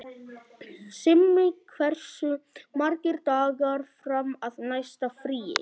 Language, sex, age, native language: Icelandic, male, 11, Icelandic